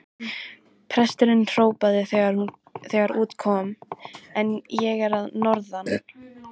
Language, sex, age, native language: Icelandic, female, 13, Icelandic